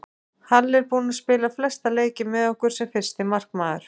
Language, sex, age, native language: Icelandic, female, 40-49, Icelandic